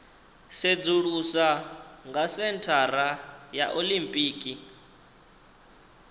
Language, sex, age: Venda, male, 19